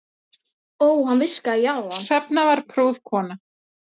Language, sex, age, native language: Icelandic, female, 10, Icelandic